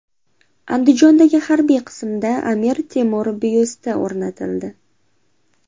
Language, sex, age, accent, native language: Uzbek, female, 18-24, Andijon, Uzbek